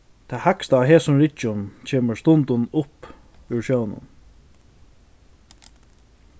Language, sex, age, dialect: Faroese, male, 15-35, Norðurstreymoy/Eysturoy